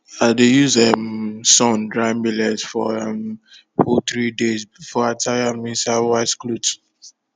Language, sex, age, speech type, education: Nigerian Pidgin, male, 15-29, spontaneous, tertiary